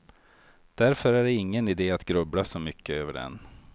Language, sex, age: Swedish, male, 43